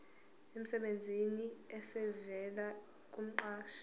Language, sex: Zulu, female